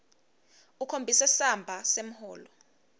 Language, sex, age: Swati, female, 22